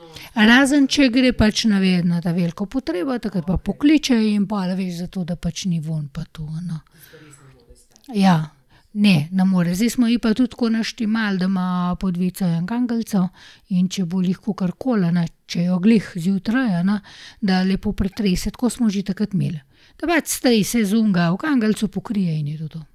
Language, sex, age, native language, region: Slovenian, female, 30-49, Slovenian, Gorenjska region